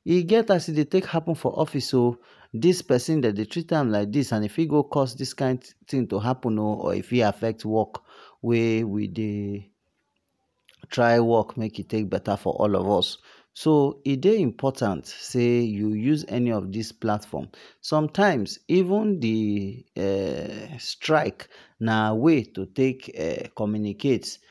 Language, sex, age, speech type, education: Nigerian Pidgin, male, 30-45, spontaneous, tertiary